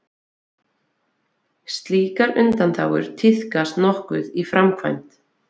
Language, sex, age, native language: Icelandic, female, 20-29, Icelandic